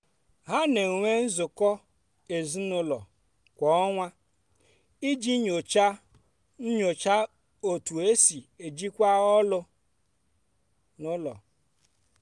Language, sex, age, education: Igbo, female, 30-45, tertiary